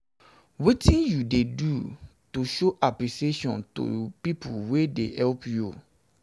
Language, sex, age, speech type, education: Nigerian Pidgin, male, 30-45, spontaneous, secondary